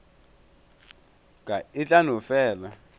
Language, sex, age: Northern Sotho, male, 24